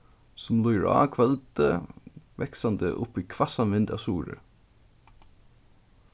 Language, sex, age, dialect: Faroese, male, 15-35, Suðurstreymoy